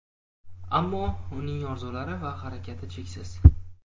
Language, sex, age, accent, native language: Uzbek, male, 18-24, Jizzax, Uzbek